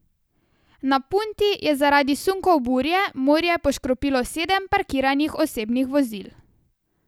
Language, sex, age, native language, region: Slovenian, female, 18-29, Slovenian, Savinja region